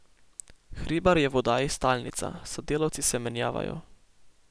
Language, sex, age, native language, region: Slovenian, male, 18-29, Slovenian, Posavska region